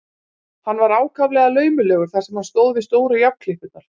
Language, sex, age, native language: Icelandic, female, 40-49, Icelandic